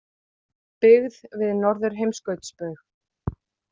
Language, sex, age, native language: Icelandic, female, 40-49, Icelandic